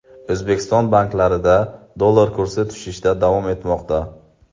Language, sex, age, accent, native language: Uzbek, male, 18-24, Buxoro, Uzbek